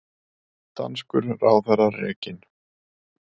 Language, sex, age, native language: Icelandic, male, 30-39, Icelandic